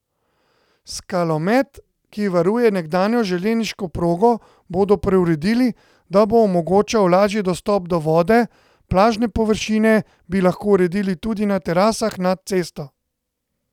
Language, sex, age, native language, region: Slovenian, male, 30-49, Slovenian, Central Slovenia